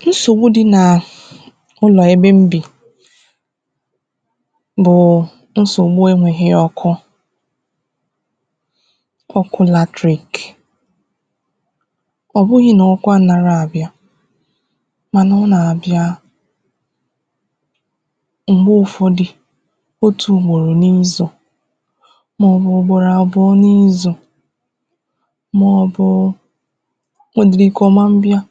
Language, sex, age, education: Igbo, female, 15-29, tertiary